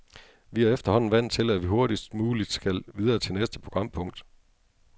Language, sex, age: Danish, male, 42